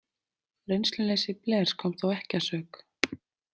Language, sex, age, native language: Icelandic, female, 30-39, Icelandic